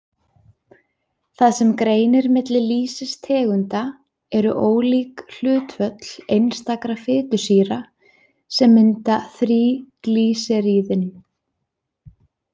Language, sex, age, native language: Icelandic, female, 20-29, Icelandic